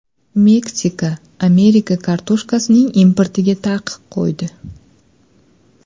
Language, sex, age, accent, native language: Uzbek, female, 25-34, Andijon, Uzbek